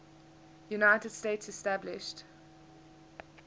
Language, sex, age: English, female, 21